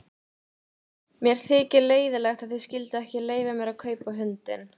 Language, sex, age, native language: Icelandic, female, 18-19, Icelandic